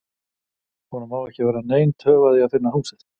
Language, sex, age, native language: Icelandic, male, 50-59, Icelandic